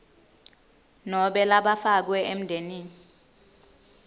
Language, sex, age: Swati, female, 19